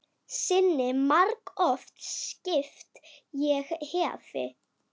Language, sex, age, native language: Icelandic, female, 10, Icelandic